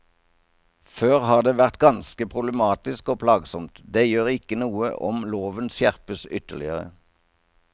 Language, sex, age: Norwegian, male, 57